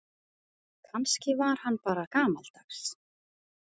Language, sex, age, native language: Icelandic, female, 30-39, Icelandic